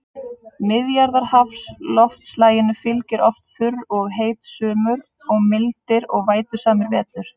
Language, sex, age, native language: Icelandic, female, 30-39, Icelandic